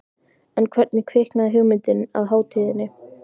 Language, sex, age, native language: Icelandic, female, 15, Icelandic